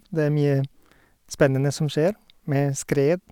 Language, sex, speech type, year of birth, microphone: Norwegian, male, spontaneous, 1972, Sennheiser